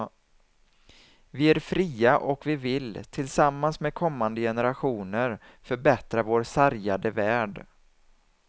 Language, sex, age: Swedish, male, 27